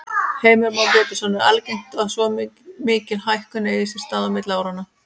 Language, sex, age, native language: Icelandic, female, 30-39, Icelandic